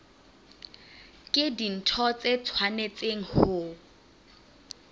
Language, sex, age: Southern Sotho, female, 25